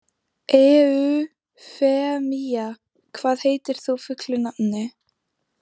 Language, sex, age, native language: Icelandic, female, 15, Icelandic